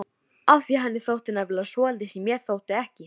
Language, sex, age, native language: Icelandic, female, 13, Icelandic